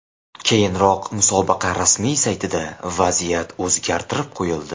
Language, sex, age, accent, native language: Uzbek, male, 18-24, Farg'ona, Uzbek